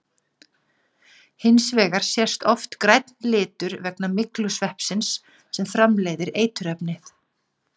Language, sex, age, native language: Icelandic, female, 40-49, Icelandic